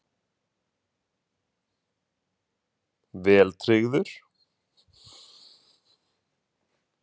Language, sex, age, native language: Icelandic, male, 20-29, Icelandic